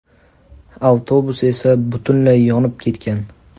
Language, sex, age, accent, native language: Uzbek, male, 19-29, Toshkent viloyati, Uzbek